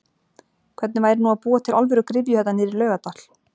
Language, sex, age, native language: Icelandic, female, 40-49, Icelandic